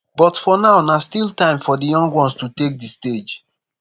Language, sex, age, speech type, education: Nigerian Pidgin, male, 15-29, spontaneous, tertiary